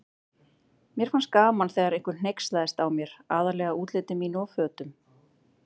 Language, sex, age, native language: Icelandic, female, 30-39, Icelandic